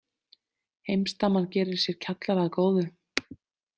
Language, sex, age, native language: Icelandic, female, 30-39, Icelandic